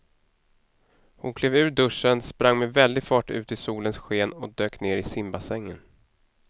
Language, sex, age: Swedish, male, 31